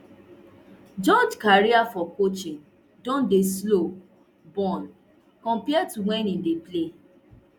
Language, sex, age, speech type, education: Nigerian Pidgin, female, 30-45, spontaneous, tertiary